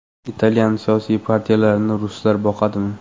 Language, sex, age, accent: Uzbek, male, 18-24, Qoraqalpog'iston